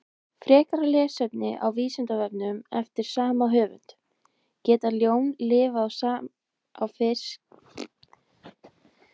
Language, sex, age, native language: Icelandic, female, 20-29, Icelandic